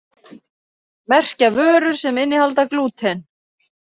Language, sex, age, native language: Icelandic, female, 30-39, Icelandic